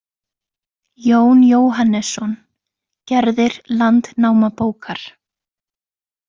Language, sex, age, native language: Icelandic, female, 20-29, Icelandic